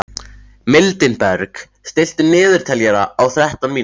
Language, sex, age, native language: Icelandic, male, 14, Icelandic